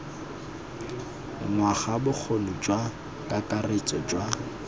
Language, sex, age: Tswana, male, 21